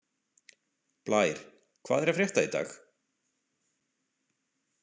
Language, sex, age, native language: Icelandic, male, 40-49, Icelandic